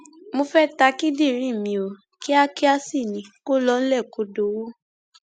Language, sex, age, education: Yoruba, female, 15-29, tertiary